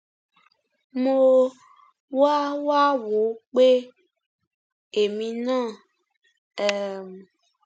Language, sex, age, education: Yoruba, female, 15-29, tertiary